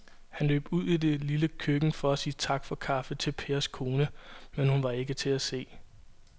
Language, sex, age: Danish, male, 22